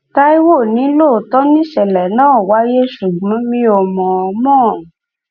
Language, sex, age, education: Yoruba, female, 15-29, tertiary